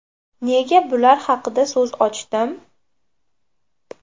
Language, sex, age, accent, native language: Uzbek, female, 18-24, Farg'ona, Uzbek